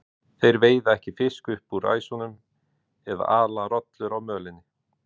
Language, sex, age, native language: Icelandic, male, 40-49, Icelandic